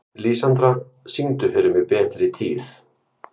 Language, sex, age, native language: Icelandic, male, 50-59, Icelandic